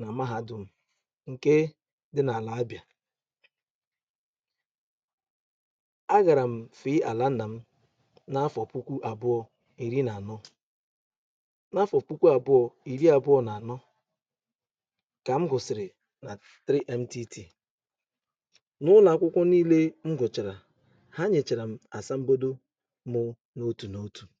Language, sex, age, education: Igbo, male, 30-45, tertiary